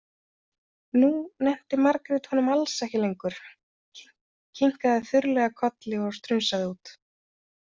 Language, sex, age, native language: Icelandic, female, 30-39, Icelandic